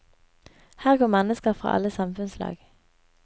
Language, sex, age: Norwegian, female, 24